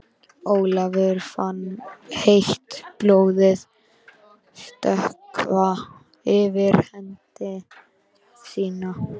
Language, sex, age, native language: Icelandic, male, 13, Icelandic